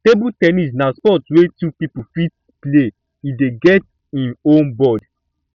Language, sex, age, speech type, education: Nigerian Pidgin, male, 15-29, spontaneous, tertiary